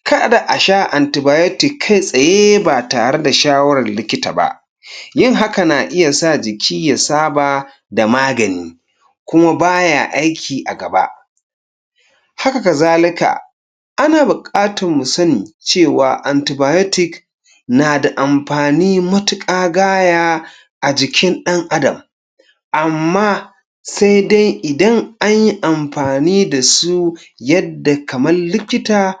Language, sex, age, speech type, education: Hausa, male, 46-60, spontaneous, tertiary